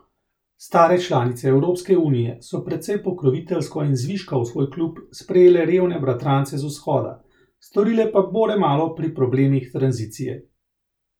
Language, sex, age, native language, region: Slovenian, male, 30-49, Slovenian, Central Slovenia